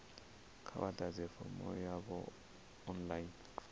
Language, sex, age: Venda, male, 34